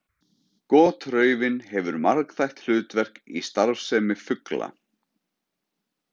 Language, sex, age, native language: Icelandic, male, 30-39, Icelandic